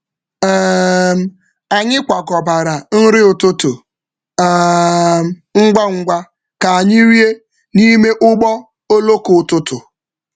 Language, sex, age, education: Igbo, male, 15-29, secondary